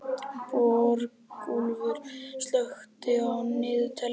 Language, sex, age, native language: Icelandic, male, 11, Icelandic